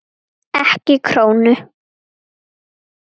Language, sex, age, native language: Icelandic, female, 9, Icelandic